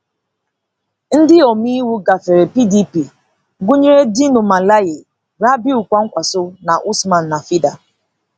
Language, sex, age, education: Igbo, female, 15-29, tertiary